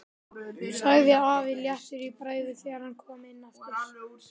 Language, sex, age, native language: Icelandic, male, 12, Icelandic